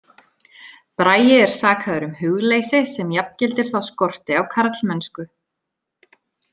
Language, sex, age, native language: Icelandic, female, 30-39, Icelandic